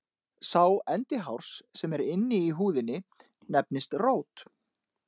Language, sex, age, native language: Icelandic, male, 30-39, Icelandic